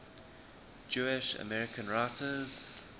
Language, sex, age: English, male, 19